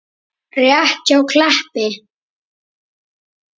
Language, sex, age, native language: Icelandic, male, 10, Icelandic